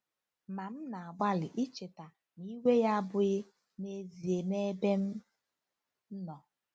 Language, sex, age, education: Igbo, female, 15-29, tertiary